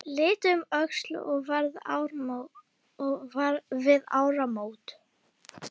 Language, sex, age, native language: Icelandic, female, 9, Icelandic